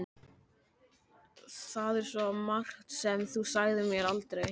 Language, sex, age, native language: Icelandic, male, 13, Icelandic